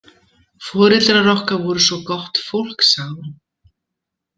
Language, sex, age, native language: Icelandic, female, 70-79, Icelandic